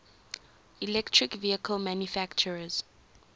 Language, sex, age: English, female, 19